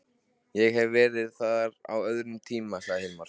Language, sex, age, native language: Icelandic, male, 13, Icelandic